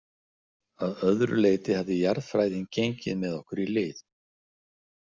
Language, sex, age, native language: Icelandic, male, 60-69, Icelandic